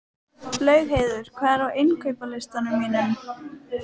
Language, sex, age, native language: Icelandic, female, 18-19, Icelandic